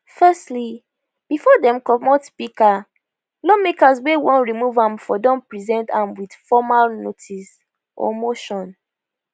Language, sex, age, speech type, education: Nigerian Pidgin, female, 15-29, spontaneous, tertiary